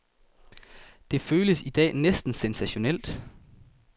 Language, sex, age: Danish, male, 19